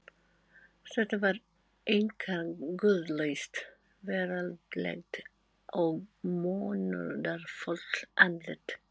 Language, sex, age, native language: Icelandic, female, 40-49, Filipino